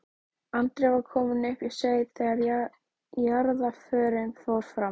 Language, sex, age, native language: Icelandic, female, 13, Icelandic